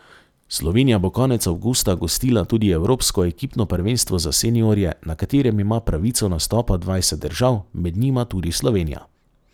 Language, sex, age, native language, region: Slovenian, male, 30-49, Slovenian, Savinja region